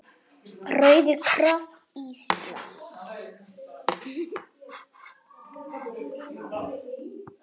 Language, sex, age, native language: Icelandic, female, 7, Icelandic